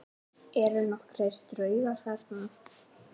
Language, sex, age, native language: Icelandic, female, 10, Icelandic